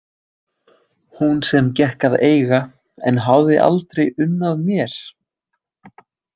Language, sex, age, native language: Icelandic, male, 20-29, Icelandic